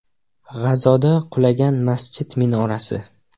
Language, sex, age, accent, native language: Uzbek, male, 18-24, Farg'ona, Uzbek